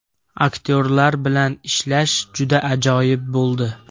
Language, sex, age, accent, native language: Uzbek, male, 18-24, Andijon, Uzbek